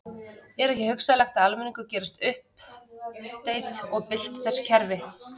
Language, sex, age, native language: Icelandic, female, 30-39, Icelandic